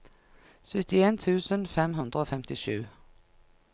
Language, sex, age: Norwegian, female, 49